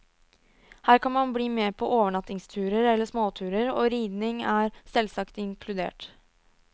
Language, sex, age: Norwegian, female, 22